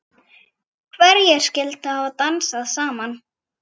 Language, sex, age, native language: Icelandic, female, 9, Icelandic